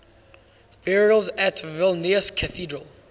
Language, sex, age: English, male, 19